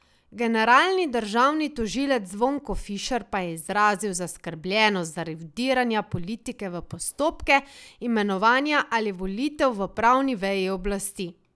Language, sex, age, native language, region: Slovenian, female, 18-29, Slovenian, Savinja region